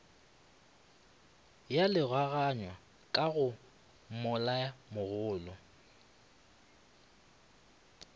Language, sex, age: Northern Sotho, male, 25